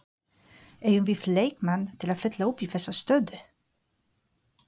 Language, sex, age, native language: Icelandic, female, 40-49, Polish